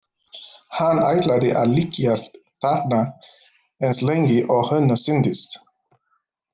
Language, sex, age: Icelandic, male, 50-59